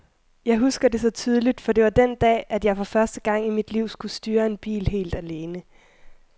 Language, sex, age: Danish, female, 21